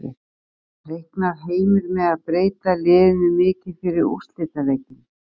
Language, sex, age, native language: Icelandic, female, 50-59, Icelandic